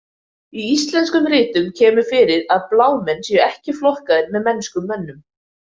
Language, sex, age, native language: Icelandic, female, 20-29, Icelandic